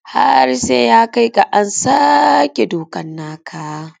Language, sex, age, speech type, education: Hausa, female, 30-45, spontaneous, tertiary